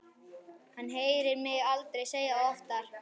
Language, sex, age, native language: Icelandic, male, 11, Icelandic